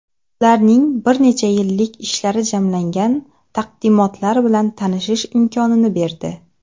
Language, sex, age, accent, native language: Uzbek, female, 19-29, Xorazm, Uzbek